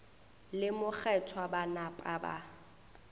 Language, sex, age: Northern Sotho, female, 21